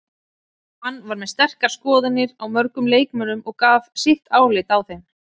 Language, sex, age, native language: Icelandic, female, 30-39, Icelandic